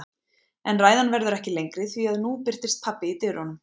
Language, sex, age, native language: Icelandic, female, 20-29, Icelandic